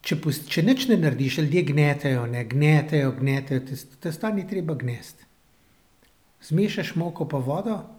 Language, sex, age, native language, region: Slovenian, male, 60+, Slovenian, Central Slovenia